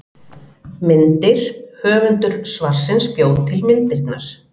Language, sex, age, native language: Icelandic, female, 40-49, Icelandic